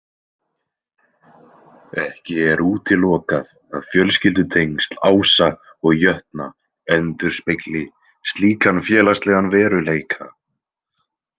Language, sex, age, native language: Icelandic, male, 20-29, Icelandic